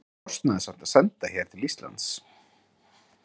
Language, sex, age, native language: Icelandic, male, 30-39, Icelandic